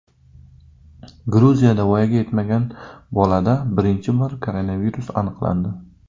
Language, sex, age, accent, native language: Uzbek, male, 19-29, Surxondaryo, Uzbek